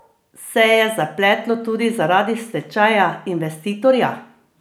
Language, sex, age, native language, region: Slovenian, female, 50-59, Slovenian, Drava region